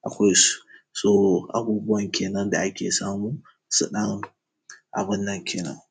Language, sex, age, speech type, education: Hausa, male, 15-29, spontaneous, tertiary